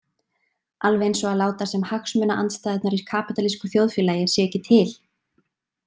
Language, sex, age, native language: Icelandic, female, 20-29, Icelandic